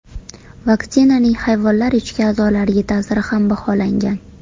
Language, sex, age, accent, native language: Uzbek, female, 18-24, Toshkent shahri, Uzbek